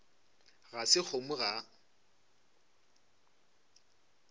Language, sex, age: Northern Sotho, male, 25